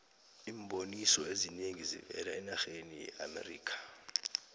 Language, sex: South Ndebele, male